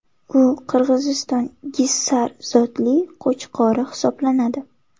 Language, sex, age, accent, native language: Uzbek, female, 18-24, Samarqand, Uzbek